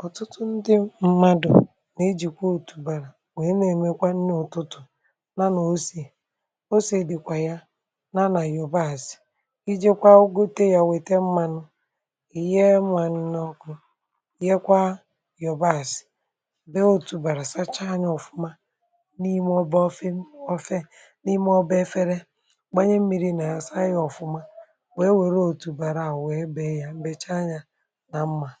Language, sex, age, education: Igbo, female, 46-60, tertiary